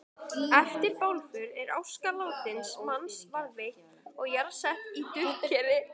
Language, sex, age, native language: Icelandic, female, 18-19, Icelandic